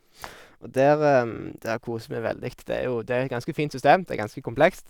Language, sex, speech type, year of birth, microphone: Norwegian, male, spontaneous, 1991, Sennheiser